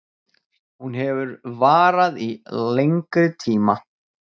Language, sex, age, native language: Icelandic, male, 40-49, Icelandic